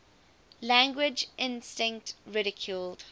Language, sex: English, female